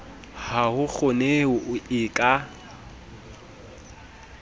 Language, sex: Southern Sotho, male